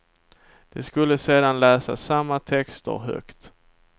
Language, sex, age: Swedish, male, 27